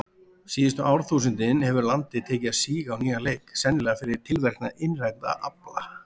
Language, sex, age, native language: Icelandic, male, 40-49, Icelandic